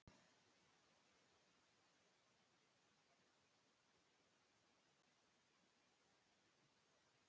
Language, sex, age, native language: Icelandic, male, 13, Icelandic